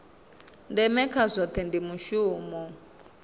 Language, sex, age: Venda, female, 26